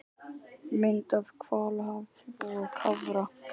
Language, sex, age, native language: Icelandic, male, 18-19, Icelandic